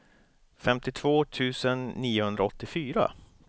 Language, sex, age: Swedish, male, 29